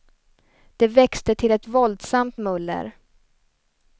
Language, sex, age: Swedish, female, 29